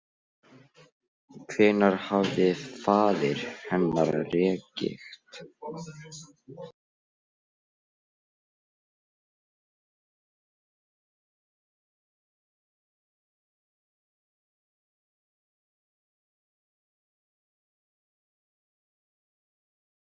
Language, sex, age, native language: Icelandic, male, 16, Icelandic